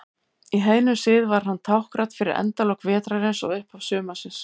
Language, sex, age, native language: Icelandic, female, 70-79, Icelandic